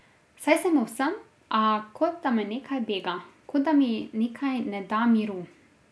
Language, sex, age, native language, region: Slovenian, female, 18-29, Slovenian, Drava region